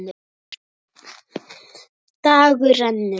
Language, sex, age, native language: Icelandic, female, 9, Icelandic